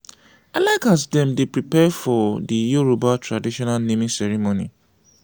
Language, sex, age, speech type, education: Nigerian Pidgin, male, 30-45, spontaneous, tertiary